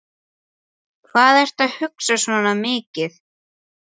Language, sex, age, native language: Icelandic, male, 11, Icelandic